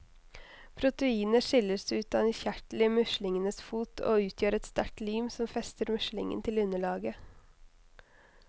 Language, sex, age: Norwegian, female, 21